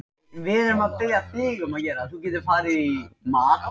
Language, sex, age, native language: Icelandic, male, 20-29, Icelandic